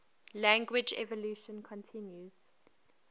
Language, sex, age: English, female, 23